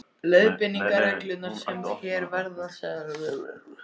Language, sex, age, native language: Icelandic, other, 14, Icelandic